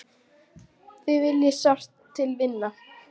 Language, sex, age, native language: Icelandic, female, 12, Icelandic